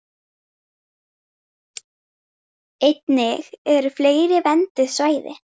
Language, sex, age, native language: Icelandic, female, 10, Icelandic